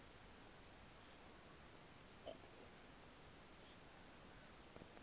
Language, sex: Xhosa, male